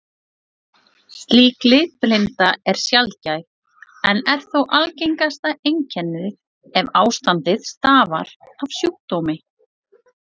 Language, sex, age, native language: Icelandic, female, 30-39, Icelandic